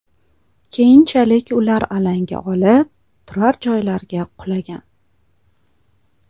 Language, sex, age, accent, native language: Uzbek, female, 35+, Toshkent viloyati, Uzbek